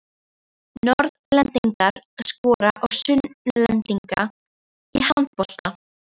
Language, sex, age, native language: Icelandic, female, 13, Icelandic